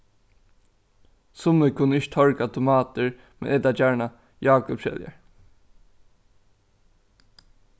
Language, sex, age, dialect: Faroese, male, 15-35, Norðuroyggjar